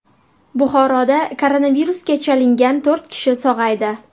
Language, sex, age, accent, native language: Uzbek, female, 18-24, Buxoro, Uzbek